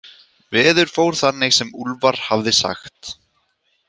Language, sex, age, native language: Icelandic, male, 18-19, Icelandic